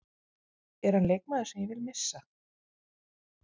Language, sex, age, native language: Icelandic, female, 50-59, Icelandic